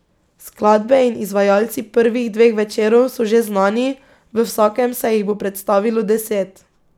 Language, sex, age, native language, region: Slovenian, female, 18-29, Slovenian, Pomurje region